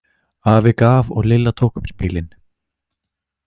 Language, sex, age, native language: Icelandic, male, 20-29, Icelandic